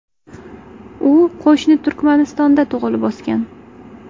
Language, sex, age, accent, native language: Uzbek, female, 18-24, Toshkent shahri, Uzbek